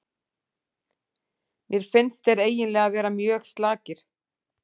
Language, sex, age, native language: Icelandic, female, 40-49, Icelandic